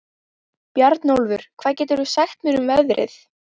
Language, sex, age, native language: Icelandic, female, 12, Icelandic